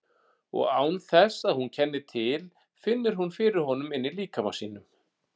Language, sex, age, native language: Icelandic, male, 40-49, Icelandic